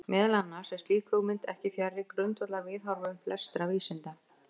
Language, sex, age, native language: Icelandic, female, 50-59, Icelandic